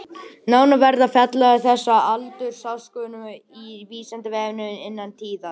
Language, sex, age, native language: Icelandic, male, 18-19, Icelandic